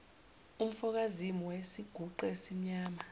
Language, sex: Zulu, female